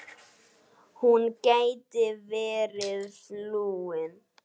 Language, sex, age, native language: Icelandic, female, 8, Icelandic